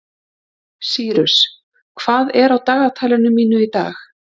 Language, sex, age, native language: Icelandic, female, 30-39, Icelandic